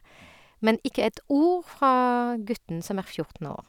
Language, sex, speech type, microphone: Norwegian, female, spontaneous, Sennheiser